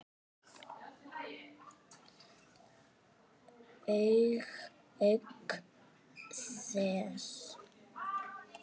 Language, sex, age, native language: Icelandic, female, 6, Icelandic